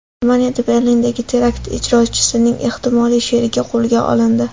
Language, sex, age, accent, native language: Uzbek, female, 18-24, Andijon, Uzbek